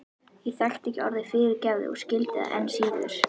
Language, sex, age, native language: Icelandic, female, 11, Icelandic